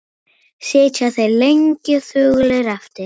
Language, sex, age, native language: Icelandic, female, 9, Icelandic